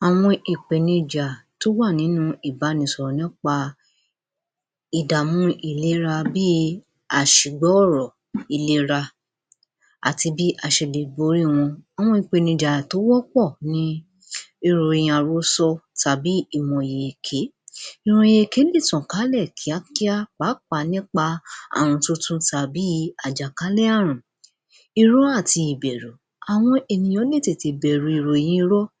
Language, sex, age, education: Yoruba, female, 60+, tertiary